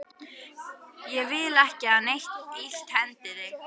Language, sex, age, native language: Icelandic, female, 12, Icelandic